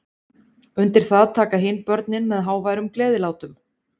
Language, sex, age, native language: Icelandic, female, 30-39, Icelandic